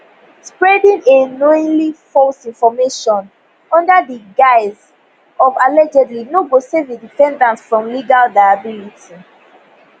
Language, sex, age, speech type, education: Nigerian Pidgin, female, 15-29, spontaneous, tertiary